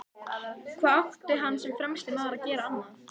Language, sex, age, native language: Icelandic, female, 14, Icelandic